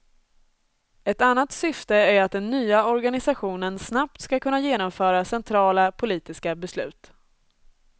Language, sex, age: Swedish, female, 24